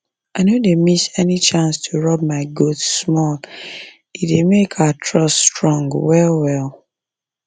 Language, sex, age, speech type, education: Nigerian Pidgin, female, 15-29, spontaneous, secondary